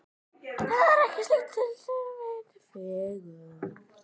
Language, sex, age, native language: Icelandic, male, 18-19, Icelandic